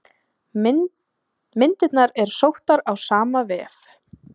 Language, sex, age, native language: Icelandic, female, 20-29, Icelandic